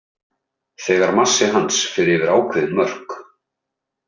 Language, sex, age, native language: Icelandic, male, 30-39, Icelandic